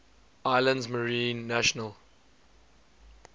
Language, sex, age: English, male, 20